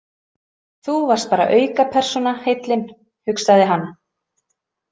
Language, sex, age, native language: Icelandic, female, 30-39, Icelandic